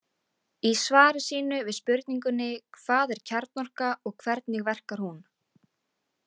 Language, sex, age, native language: Icelandic, female, 18-19, Icelandic